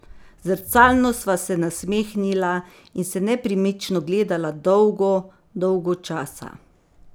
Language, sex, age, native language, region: Slovenian, female, 50-59, Slovenian, Savinja region